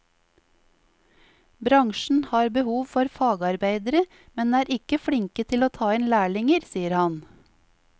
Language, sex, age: Norwegian, female, 50